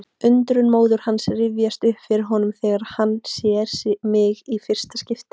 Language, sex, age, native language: Icelandic, female, 18-19, Icelandic